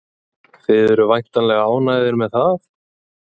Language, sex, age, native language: Icelandic, male, 20-29, Icelandic